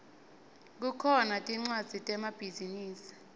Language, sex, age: Swati, female, 20